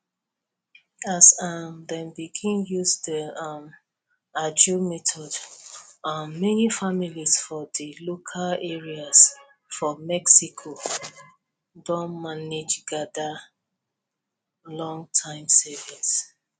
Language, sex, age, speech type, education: Nigerian Pidgin, female, 30-45, spontaneous, tertiary